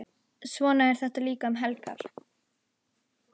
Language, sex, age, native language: Icelandic, female, 11, Icelandic